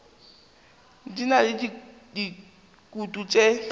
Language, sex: Northern Sotho, female